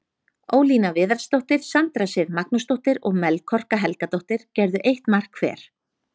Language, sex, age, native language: Icelandic, female, 30-39, Icelandic